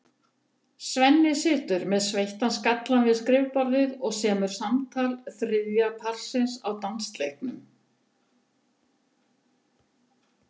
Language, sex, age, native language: Icelandic, female, 70-79, Icelandic